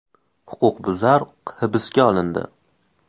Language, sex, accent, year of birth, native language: Uzbek, male, Farg'ona, 2004, Uzbek